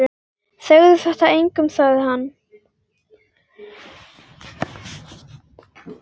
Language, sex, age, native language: Icelandic, female, 10, Icelandic